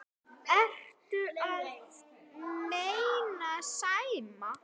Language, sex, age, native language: Icelandic, female, 9, Icelandic